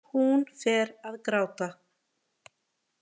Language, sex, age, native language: Icelandic, female, 30-39, Icelandic